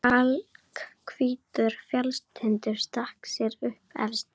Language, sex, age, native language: Icelandic, female, 12, Icelandic